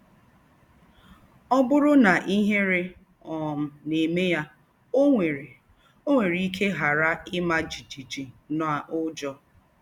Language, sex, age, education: Igbo, female, 30-45, tertiary